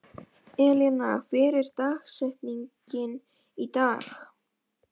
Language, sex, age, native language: Icelandic, female, 11, Polish